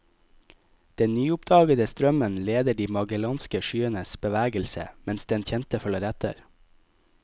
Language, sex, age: Norwegian, male, 25